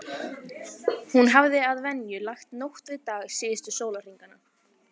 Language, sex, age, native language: Icelandic, female, 15, Icelandic